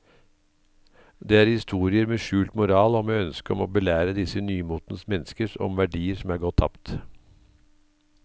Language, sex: Norwegian, male